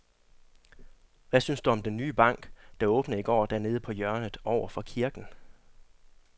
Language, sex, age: Danish, male, 40